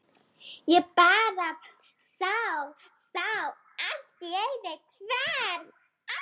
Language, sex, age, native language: Icelandic, female, 12, Icelandic